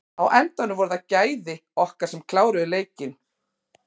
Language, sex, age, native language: Icelandic, female, 40-49, Icelandic